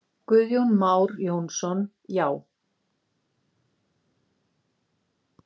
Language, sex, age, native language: Icelandic, female, 50-59, Icelandic